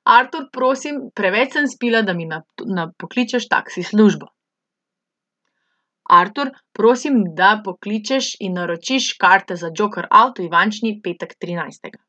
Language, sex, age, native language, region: Slovenian, female, 18-29, Slovenian, Central Slovenia